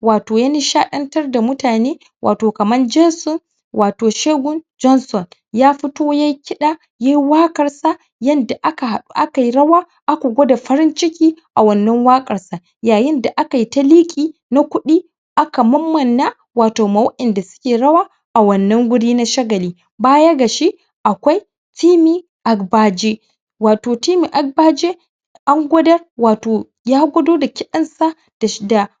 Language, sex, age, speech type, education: Hausa, male, 15-29, spontaneous, secondary